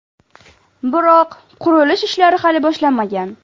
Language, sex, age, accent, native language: Uzbek, female, under 19, Farg'ona, Uzbek